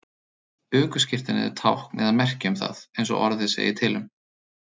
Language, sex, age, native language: Icelandic, male, 30-39, Icelandic